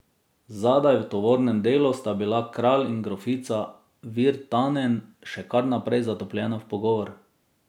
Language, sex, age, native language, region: Slovenian, male, 30-49, Slovenian, Drava region